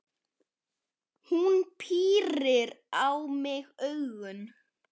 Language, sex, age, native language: Icelandic, male, 10, Icelandic